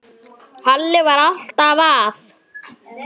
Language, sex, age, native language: Icelandic, female, 9, Icelandic